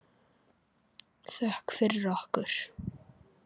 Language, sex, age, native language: Icelandic, female, 9, Icelandic